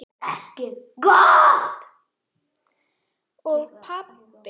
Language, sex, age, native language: Icelandic, female, 8, Icelandic